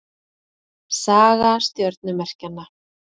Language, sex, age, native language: Icelandic, female, 40-49, Icelandic